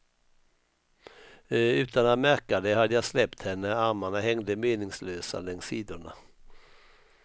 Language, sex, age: Swedish, male, 64